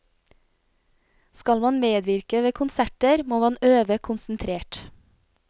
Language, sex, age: Norwegian, female, 25